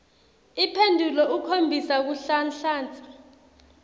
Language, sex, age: Swati, female, 20